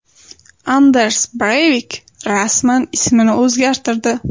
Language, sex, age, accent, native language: Uzbek, female, 18-24, Sirdaryo, Uzbek